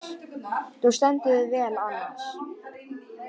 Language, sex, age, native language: Icelandic, male, 18-19, Icelandic